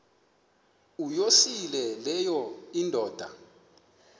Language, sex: Xhosa, male